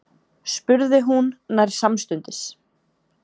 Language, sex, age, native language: Icelandic, female, 20-29, Icelandic